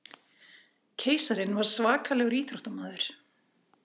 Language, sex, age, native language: Icelandic, female, 40-49, Icelandic